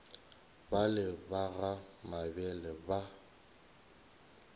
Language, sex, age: Northern Sotho, male, 22